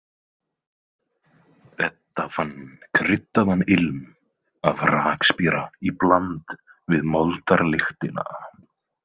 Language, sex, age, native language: Icelandic, male, 20-29, Icelandic